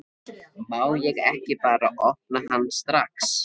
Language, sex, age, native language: Icelandic, male, 13, Icelandic